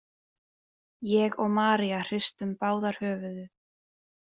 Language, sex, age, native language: Icelandic, female, 20-29, Icelandic